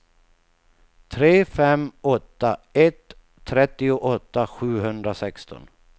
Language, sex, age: Swedish, male, 48